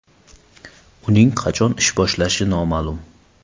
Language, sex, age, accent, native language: Uzbek, male, 19-29, Qashqadaryo, Uzbek